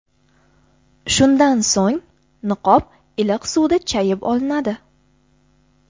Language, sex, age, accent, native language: Uzbek, female, 18-24, Buxoro, Uzbek